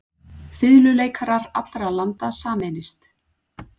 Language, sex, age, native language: Icelandic, female, 40-49, Icelandic